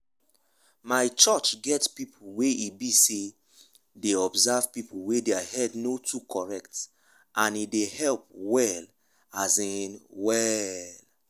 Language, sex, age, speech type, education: Nigerian Pidgin, male, 15-29, spontaneous, tertiary